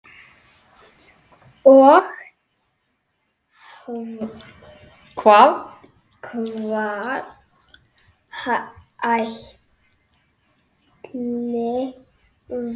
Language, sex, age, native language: Icelandic, male, 6, Icelandic